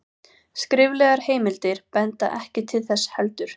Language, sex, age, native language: Icelandic, female, 18-19, Icelandic